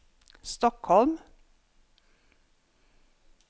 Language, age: Norwegian, 50